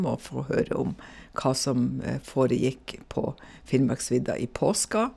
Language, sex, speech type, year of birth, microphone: Norwegian, female, spontaneous, 1956, Shure